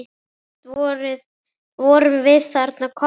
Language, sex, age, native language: Icelandic, female, 9, Icelandic